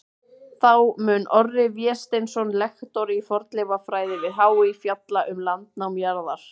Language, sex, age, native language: Icelandic, female, 30-39, Icelandic